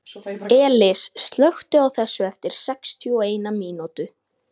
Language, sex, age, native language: Icelandic, female, 18-19, Icelandic